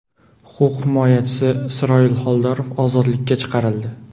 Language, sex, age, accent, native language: Uzbek, male, 18-24, Farg'ona, Uzbek